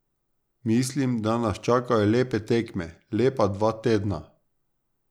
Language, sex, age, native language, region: Slovenian, male, 30-49, Slovenian, Drava region